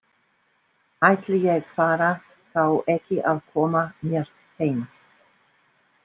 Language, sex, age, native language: Icelandic, female, 60-69, English